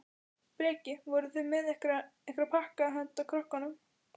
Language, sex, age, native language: Icelandic, female, 12, Icelandic